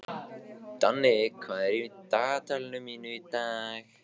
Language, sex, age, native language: Icelandic, male, 15, Icelandic